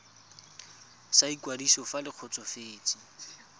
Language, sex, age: Tswana, male, 25